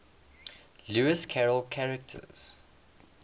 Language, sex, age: English, male, 21